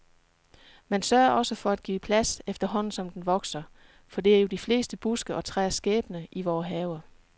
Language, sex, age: Danish, female, 36